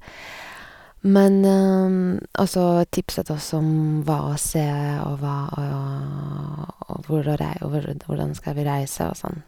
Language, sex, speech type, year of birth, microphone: Norwegian, female, spontaneous, 1986, Sennheiser